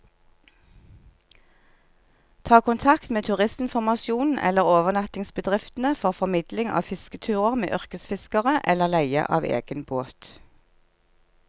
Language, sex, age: Norwegian, female, 46